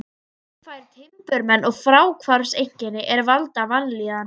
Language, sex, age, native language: Icelandic, female, 12, Icelandic